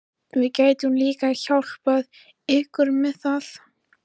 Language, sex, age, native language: Icelandic, female, 13, Icelandic